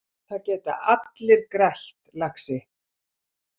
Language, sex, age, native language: Icelandic, female, 70-79, Icelandic